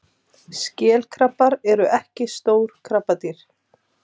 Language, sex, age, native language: Icelandic, female, 30-39, Icelandic